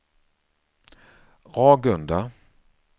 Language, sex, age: Swedish, male, 49